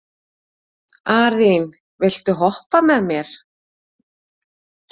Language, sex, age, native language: Icelandic, female, 40-49, Icelandic